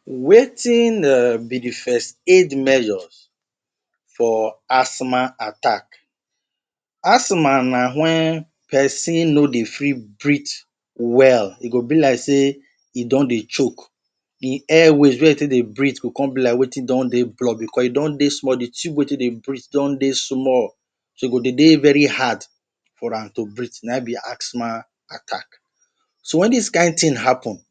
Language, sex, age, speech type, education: Nigerian Pidgin, male, 30-45, spontaneous, tertiary